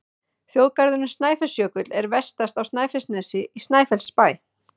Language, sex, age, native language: Icelandic, female, 30-39, Icelandic